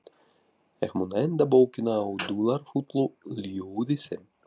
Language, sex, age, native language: Icelandic, male, 40-49, Russian